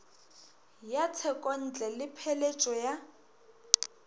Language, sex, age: Northern Sotho, female, 21